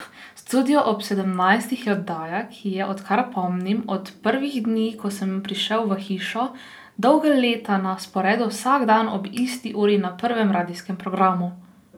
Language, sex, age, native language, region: Slovenian, female, 18-29, Slovenian, Posavska region